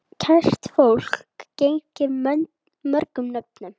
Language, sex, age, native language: Icelandic, female, 8, Icelandic